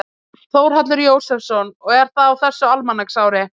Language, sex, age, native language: Icelandic, female, 20-29, Icelandic